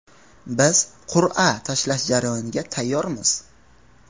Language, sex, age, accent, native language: Uzbek, male, 18-24, Qashqadaryo, Uzbek